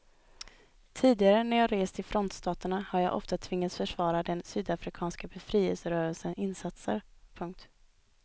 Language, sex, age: Swedish, female, 20